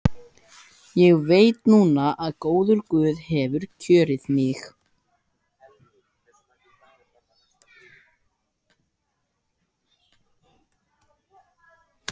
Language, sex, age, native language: Icelandic, female, 14, Icelandic